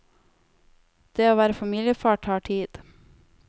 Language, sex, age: Norwegian, female, 18